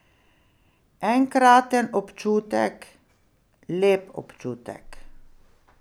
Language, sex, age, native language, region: Slovenian, female, 60+, Slovenian, Pomurje region